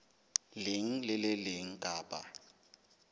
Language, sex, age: Southern Sotho, male, 21